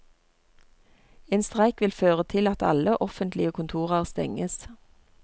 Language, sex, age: Norwegian, female, 39